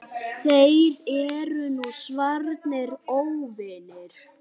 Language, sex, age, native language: Icelandic, male, 8, Icelandic